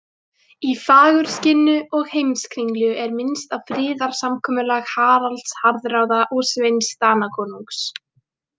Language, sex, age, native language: Icelandic, female, 18-19, Icelandic